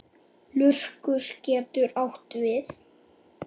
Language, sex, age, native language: Icelandic, male, 8, Icelandic